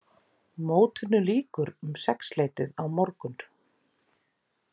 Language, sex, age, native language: Icelandic, female, 40-49, Icelandic